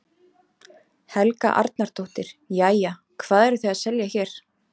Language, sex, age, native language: Icelandic, female, 30-39, Icelandic